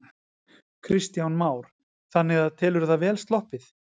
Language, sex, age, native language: Icelandic, male, 40-49, Icelandic